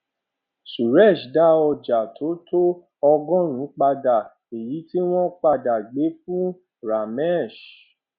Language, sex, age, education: Yoruba, male, 30-45, tertiary